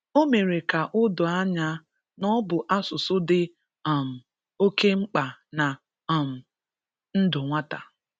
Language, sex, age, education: Igbo, female, 30-45, tertiary